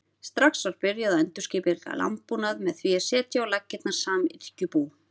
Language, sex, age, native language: Icelandic, female, 30-39, Icelandic